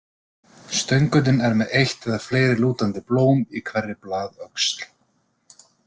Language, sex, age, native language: Icelandic, male, 30-39, Icelandic